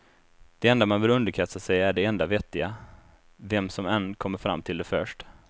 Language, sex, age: Swedish, male, 24